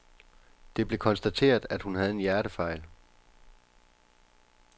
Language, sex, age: Danish, male, 29